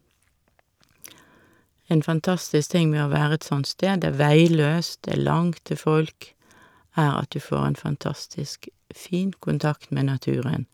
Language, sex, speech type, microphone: Norwegian, female, spontaneous, Shure